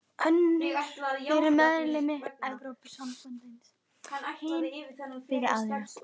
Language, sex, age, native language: Icelandic, female, 12, Icelandic